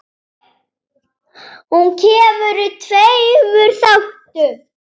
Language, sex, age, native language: Icelandic, female, 7, Icelandic